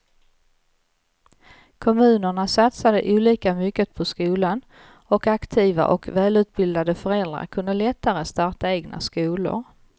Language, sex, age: Swedish, female, 55